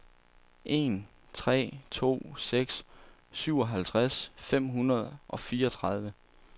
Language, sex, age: Danish, male, 27